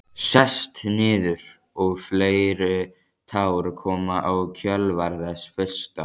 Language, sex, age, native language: Icelandic, male, 14, Icelandic